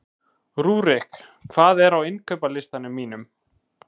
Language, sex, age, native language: Icelandic, male, 20-29, Icelandic